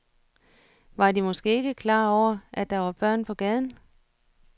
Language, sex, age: Danish, female, 47